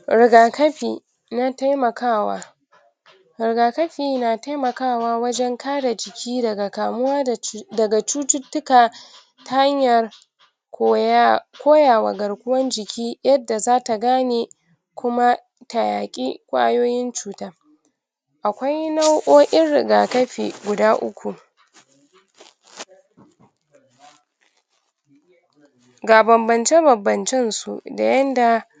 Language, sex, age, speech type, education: Hausa, female, 60+, spontaneous, tertiary